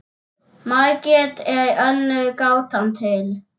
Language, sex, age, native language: Icelandic, male, 7, Icelandic